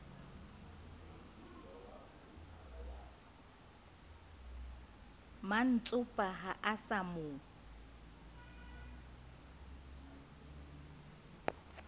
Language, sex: Southern Sotho, female